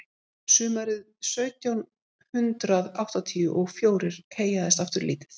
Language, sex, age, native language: Icelandic, female, 50-59, Icelandic